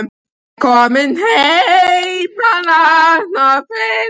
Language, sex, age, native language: Icelandic, male, 12, Icelandic